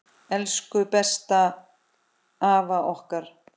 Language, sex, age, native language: Icelandic, female, 10, Icelandic